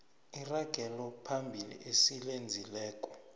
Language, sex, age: South Ndebele, male, 20